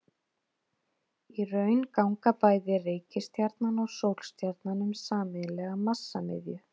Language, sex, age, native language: Icelandic, female, 30-39, Icelandic